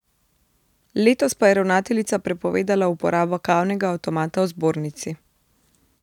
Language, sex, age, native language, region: Slovenian, female, 30-49, Slovenian, Central Slovenia